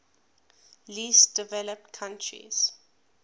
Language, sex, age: English, female, 20